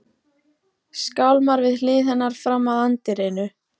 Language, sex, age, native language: Icelandic, female, 14, Icelandic